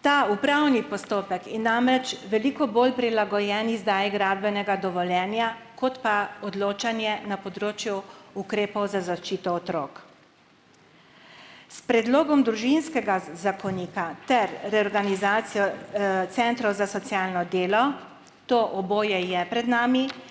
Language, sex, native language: Slovenian, female, Slovenian